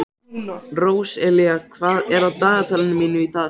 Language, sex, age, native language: Icelandic, male, 13, Icelandic